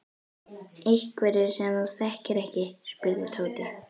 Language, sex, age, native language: Icelandic, other, 11, Icelandic